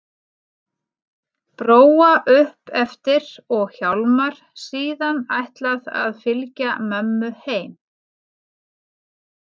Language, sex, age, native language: Icelandic, female, 40-49, Icelandic